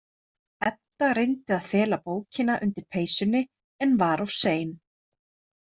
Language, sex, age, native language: Icelandic, female, 30-39, Icelandic